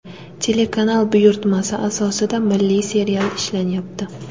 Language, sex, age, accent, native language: Uzbek, female, 18-24, Sirdaryo, Uzbek